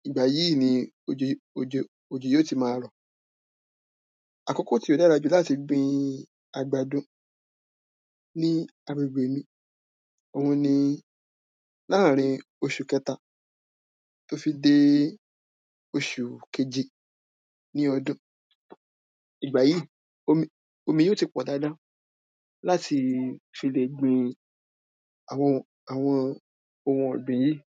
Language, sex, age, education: Yoruba, male, 15-29, primary